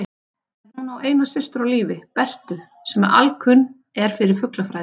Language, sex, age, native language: Icelandic, female, 30-39, Icelandic